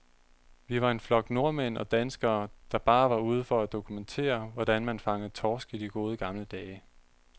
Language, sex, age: Danish, male, 30